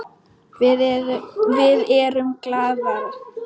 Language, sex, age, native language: Icelandic, female, 10, Polish